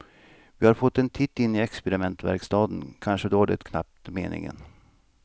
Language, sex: Swedish, male